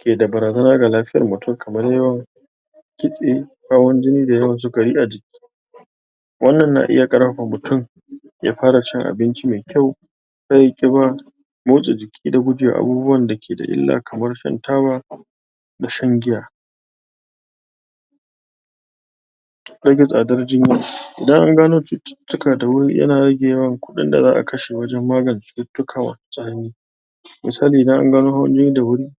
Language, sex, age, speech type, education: Hausa, male, 15-29, spontaneous, tertiary